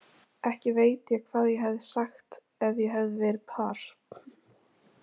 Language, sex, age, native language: Icelandic, female, 20-29, Icelandic